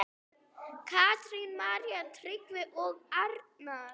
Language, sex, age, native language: Icelandic, female, 8, Icelandic